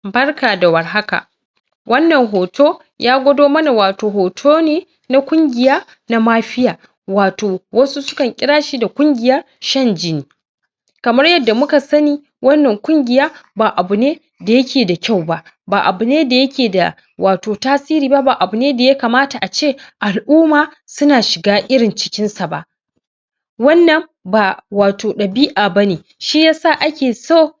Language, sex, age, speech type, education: Hausa, female, 15-29, spontaneous, tertiary